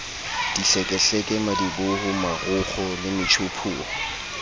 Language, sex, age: Southern Sotho, male, 20